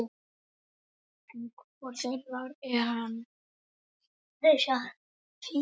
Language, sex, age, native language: Icelandic, male, 10, Icelandic